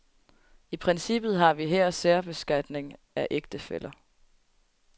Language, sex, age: Danish, female, 20